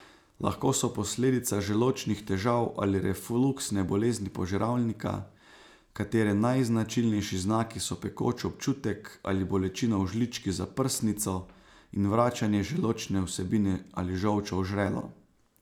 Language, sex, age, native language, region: Slovenian, male, 30-49, Slovenian, Savinja region